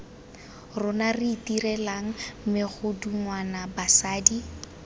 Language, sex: Tswana, female